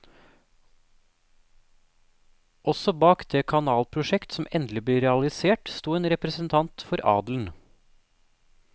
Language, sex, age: Norwegian, male, 28